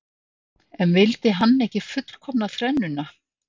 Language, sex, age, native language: Icelandic, female, 60-69, Icelandic